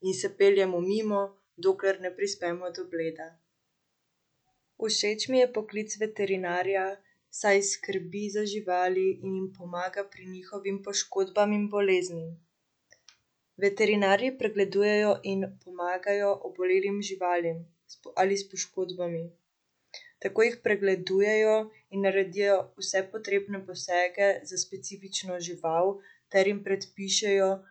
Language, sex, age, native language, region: Slovenian, female, 18-29, Slovenian, Central Slovenia